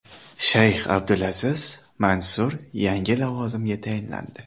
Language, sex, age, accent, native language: Uzbek, male, 19-29, Samarqand, Uzbek